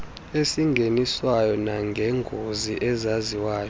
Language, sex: Xhosa, male